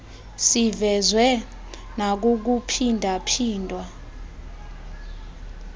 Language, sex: Xhosa, female